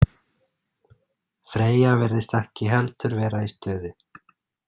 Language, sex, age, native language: Icelandic, male, 30-39, Icelandic